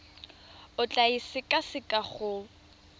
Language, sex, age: Tswana, female, 20